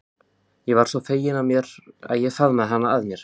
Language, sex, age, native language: Icelandic, male, 15, Icelandic